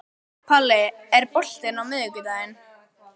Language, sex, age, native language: Icelandic, female, 12, Icelandic